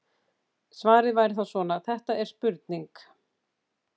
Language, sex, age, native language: Icelandic, female, 50-59, Icelandic